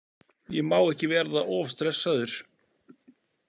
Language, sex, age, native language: Icelandic, male, 40-49, Icelandic